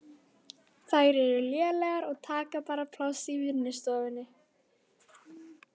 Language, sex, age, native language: Icelandic, female, 12, Icelandic